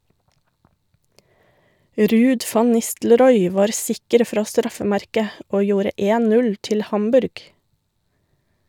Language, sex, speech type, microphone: Norwegian, female, read, Shure